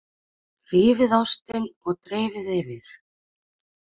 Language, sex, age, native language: Icelandic, female, 30-39, Icelandic